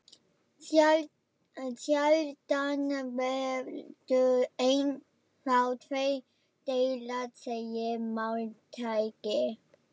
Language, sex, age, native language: Icelandic, female, 11, German